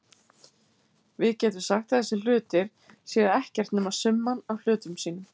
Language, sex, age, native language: Icelandic, female, 50-59, Icelandic